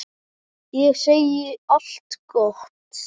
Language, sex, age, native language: Icelandic, male, 9, Icelandic